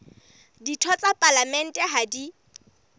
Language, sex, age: Southern Sotho, female, 25